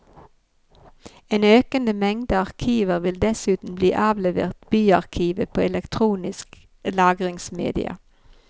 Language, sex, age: Norwegian, female, 51